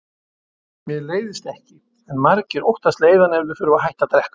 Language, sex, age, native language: Icelandic, male, 70-79, Icelandic